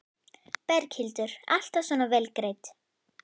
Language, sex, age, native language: Icelandic, female, 11, Icelandic